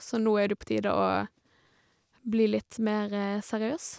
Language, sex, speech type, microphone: Norwegian, female, spontaneous, Shure